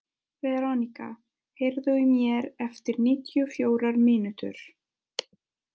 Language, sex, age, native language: Icelandic, female, 20-29, Italian